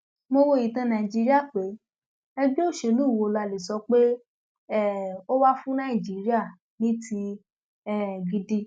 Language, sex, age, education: Yoruba, female, 15-29, tertiary